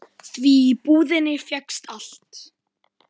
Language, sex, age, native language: Icelandic, male, 10, Icelandic